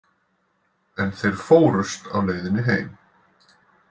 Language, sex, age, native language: Icelandic, male, 40-49, Icelandic